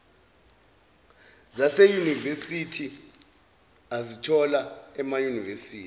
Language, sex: Zulu, male